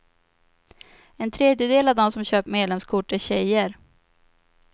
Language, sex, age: Swedish, female, 25